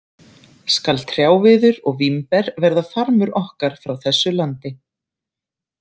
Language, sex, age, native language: Icelandic, female, 30-39, Icelandic